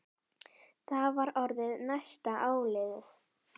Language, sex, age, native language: Icelandic, female, 10, Icelandic